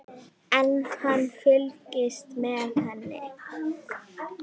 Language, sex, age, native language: Icelandic, female, 10, Icelandic